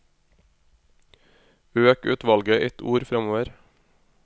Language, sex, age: Norwegian, male, 26